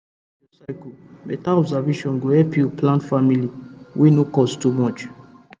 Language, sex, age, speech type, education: Nigerian Pidgin, female, 15-29, spontaneous, tertiary